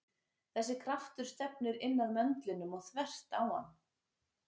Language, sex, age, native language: Icelandic, female, 40-49, Icelandic